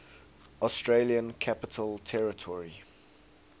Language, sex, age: English, male, 19